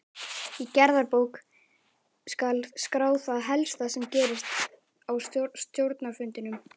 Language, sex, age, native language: Icelandic, male, 11, Icelandic